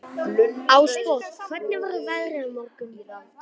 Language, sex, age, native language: Icelandic, male, 18-19, Icelandic